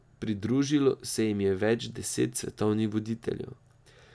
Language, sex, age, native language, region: Slovenian, male, 18-29, Slovenian, Drava region